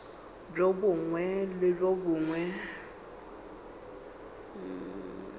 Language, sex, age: Northern Sotho, female, 29